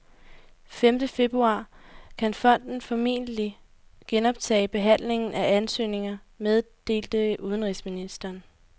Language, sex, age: Danish, female, 18